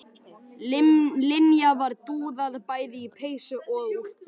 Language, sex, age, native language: Icelandic, male, 13, Icelandic